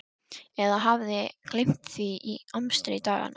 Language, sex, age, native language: Icelandic, female, 12, Icelandic